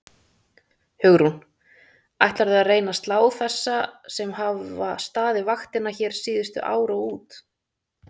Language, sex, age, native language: Icelandic, female, 30-39, Icelandic